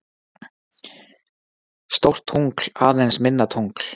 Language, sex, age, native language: Icelandic, male, 40-49, Icelandic